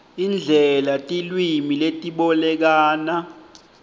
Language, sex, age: Swati, male, 20